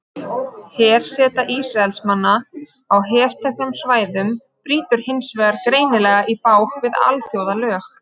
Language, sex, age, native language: Icelandic, female, 30-39, Icelandic